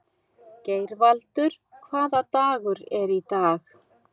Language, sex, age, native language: Icelandic, female, 60-69, Icelandic